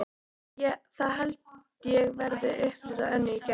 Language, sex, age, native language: Icelandic, female, 13, Icelandic